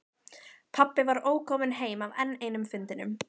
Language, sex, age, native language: Icelandic, female, 15, Icelandic